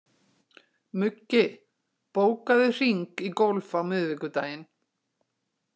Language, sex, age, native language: Icelandic, female, 60-69, Icelandic